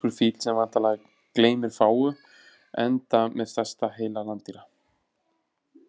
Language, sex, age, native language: Icelandic, male, 30-39, Icelandic